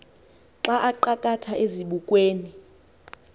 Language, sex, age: Xhosa, female, 20